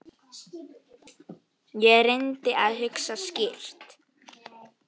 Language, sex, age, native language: Icelandic, female, 8, Icelandic